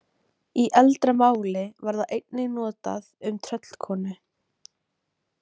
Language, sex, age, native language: Icelandic, female, 18-19, Icelandic